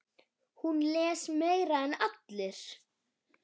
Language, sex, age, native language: Icelandic, female, 9, Icelandic